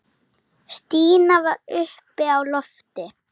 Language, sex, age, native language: Icelandic, female, 7, Icelandic